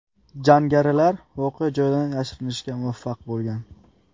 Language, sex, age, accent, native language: Uzbek, male, 18-24, Qashqadaryo, Uzbek